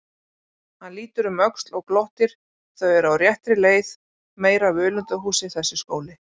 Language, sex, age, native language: Icelandic, female, 40-49, Icelandic